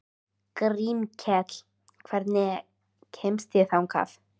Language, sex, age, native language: Icelandic, female, 13, Icelandic